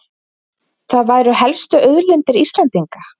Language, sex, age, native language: Icelandic, female, 20-29, Icelandic